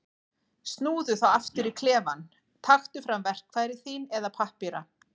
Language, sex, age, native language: Icelandic, female, 40-49, Icelandic